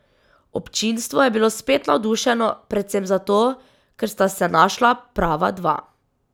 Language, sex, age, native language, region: Slovenian, female, 18-29, Slovenian, Drava region